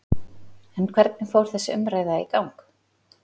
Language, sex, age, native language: Icelandic, female, 40-49, Icelandic